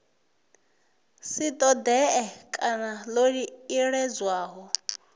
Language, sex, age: Venda, female, 21